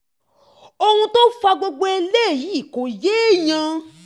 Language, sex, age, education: Yoruba, female, 15-29, tertiary